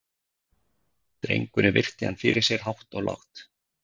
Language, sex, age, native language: Icelandic, male, 50-59, Icelandic